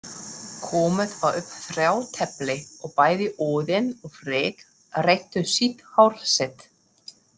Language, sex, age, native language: Icelandic, female, 30-39, German